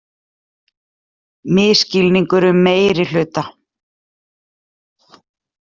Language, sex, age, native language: Icelandic, female, 40-49, Icelandic